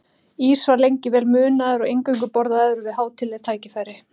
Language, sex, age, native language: Icelandic, female, 30-39, Icelandic